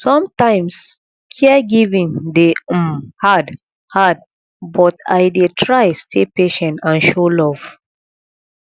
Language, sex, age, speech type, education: Nigerian Pidgin, female, 30-45, spontaneous, tertiary